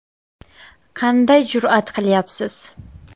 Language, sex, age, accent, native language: Uzbek, female, under 19, Sirdaryo, Uzbek